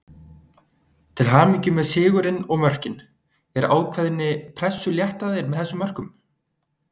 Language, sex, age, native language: Icelandic, male, 20-29, Icelandic